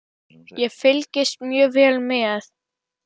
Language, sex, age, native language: Icelandic, female, 10, Icelandic